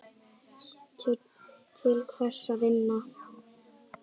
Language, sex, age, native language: Icelandic, female, 10, Icelandic